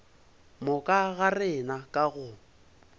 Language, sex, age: Northern Sotho, male, 22